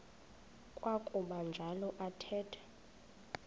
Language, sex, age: Xhosa, female, 26